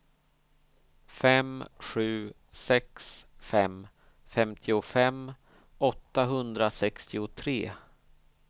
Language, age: Swedish, 38